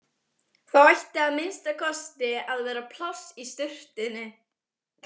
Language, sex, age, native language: Icelandic, female, 20-29, Icelandic